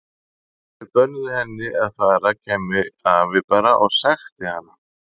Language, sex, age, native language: Icelandic, male, 50-59, Icelandic